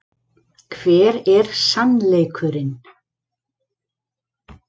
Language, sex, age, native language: Icelandic, female, 40-49, Icelandic